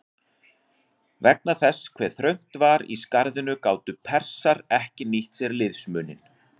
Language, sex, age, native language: Icelandic, male, 40-49, Icelandic